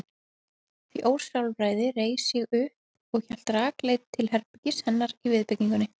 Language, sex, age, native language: Icelandic, female, 20-29, Icelandic